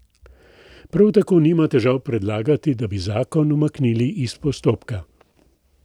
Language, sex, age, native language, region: Slovenian, male, 60+, Slovenian, Central Slovenia